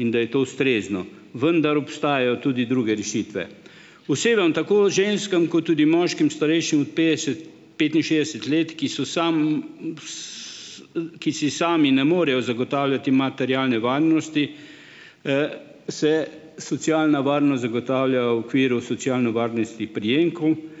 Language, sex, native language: Slovenian, male, Slovenian